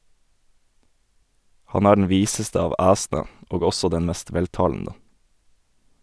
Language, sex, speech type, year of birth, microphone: Norwegian, male, read, 1991, Sennheiser